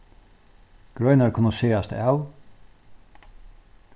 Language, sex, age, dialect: Faroese, male, 36-60, Norðurstreymoy/Eysturoy